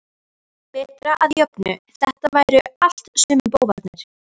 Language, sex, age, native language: Icelandic, female, 13, Icelandic